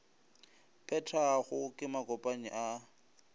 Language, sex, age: Northern Sotho, male, 25